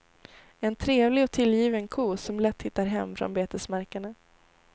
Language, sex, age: Swedish, female, 18